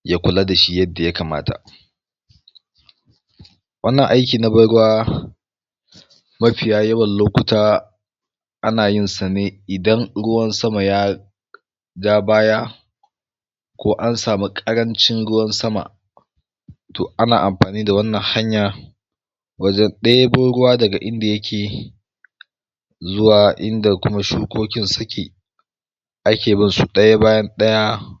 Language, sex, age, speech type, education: Hausa, male, 46-60, spontaneous, tertiary